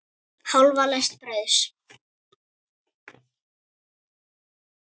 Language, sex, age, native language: Icelandic, female, 10, Icelandic